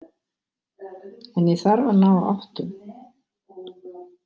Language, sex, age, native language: Icelandic, female, 60-69, Icelandic